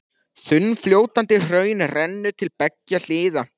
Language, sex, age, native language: Icelandic, male, 14, Icelandic